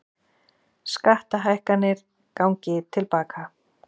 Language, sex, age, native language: Icelandic, female, 40-49, Icelandic